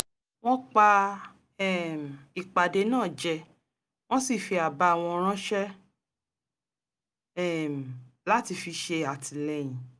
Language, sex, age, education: Yoruba, female, 30-45, tertiary